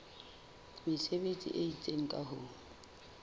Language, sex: Southern Sotho, female